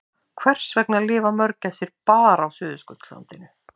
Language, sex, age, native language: Icelandic, female, 50-59, Icelandic